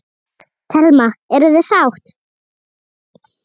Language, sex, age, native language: Icelandic, female, 8, Icelandic